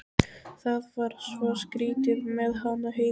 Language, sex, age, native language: Icelandic, male, 12, Icelandic